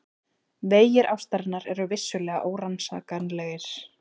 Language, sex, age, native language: Icelandic, female, 20-29, Icelandic